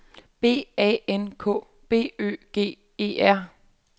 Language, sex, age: Danish, female, 33